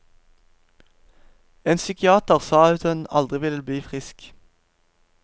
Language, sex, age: Norwegian, male, 17